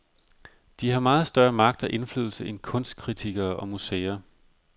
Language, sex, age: Danish, male, 45